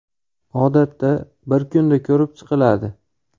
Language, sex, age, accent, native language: Uzbek, male, 25-34, Farg'ona, Uzbek